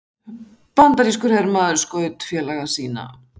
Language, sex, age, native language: Icelandic, female, 60-69, Icelandic